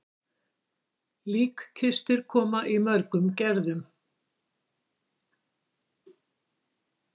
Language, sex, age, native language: Icelandic, female, 60-69, Icelandic